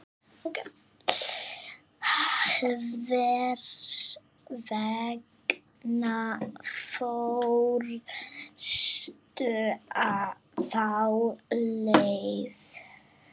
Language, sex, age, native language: Icelandic, female, 7, Icelandic